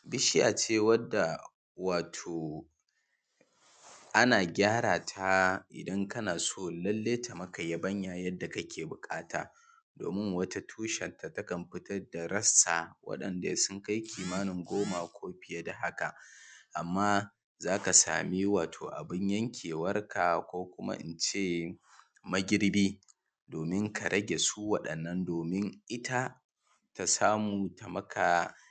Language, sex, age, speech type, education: Hausa, male, 15-29, spontaneous, tertiary